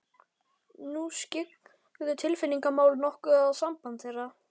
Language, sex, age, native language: Icelandic, male, 11, Icelandic